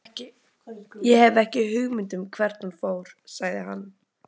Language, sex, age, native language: Icelandic, female, 12, Icelandic